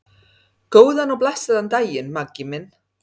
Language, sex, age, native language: Icelandic, female, 30-39, Serbo-Croatian